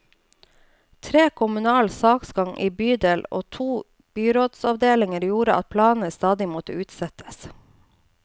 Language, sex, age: Norwegian, female, 29